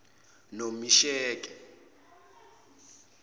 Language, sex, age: Zulu, male, 25